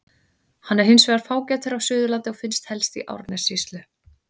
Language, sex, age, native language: Icelandic, female, 30-39, Icelandic